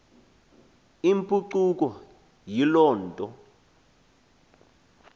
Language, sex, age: Xhosa, male, 20